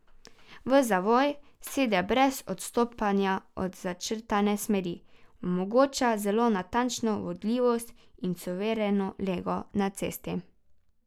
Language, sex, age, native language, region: Slovenian, female, 12-17, Slovenian, Carinthia region